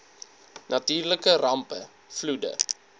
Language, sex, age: Afrikaans, male, 22